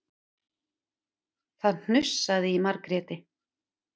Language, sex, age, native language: Icelandic, female, 50-59, Icelandic